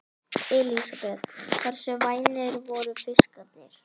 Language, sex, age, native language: Icelandic, male, 11, Icelandic